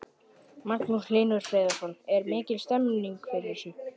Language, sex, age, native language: Icelandic, male, 11, Icelandic